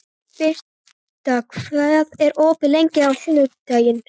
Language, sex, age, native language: Icelandic, male, 12, Icelandic